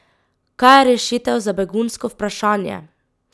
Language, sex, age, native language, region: Slovenian, female, 18-29, Slovenian, Drava region